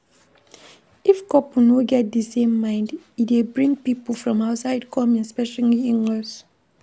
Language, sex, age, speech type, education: Nigerian Pidgin, female, 15-29, read, primary